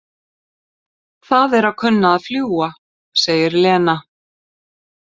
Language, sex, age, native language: Icelandic, female, 50-59, Icelandic